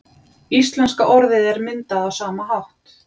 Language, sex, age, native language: Icelandic, female, 40-49, Icelandic